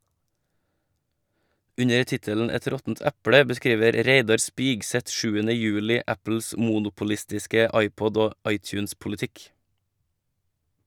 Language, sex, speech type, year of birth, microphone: Norwegian, male, read, 1985, Shure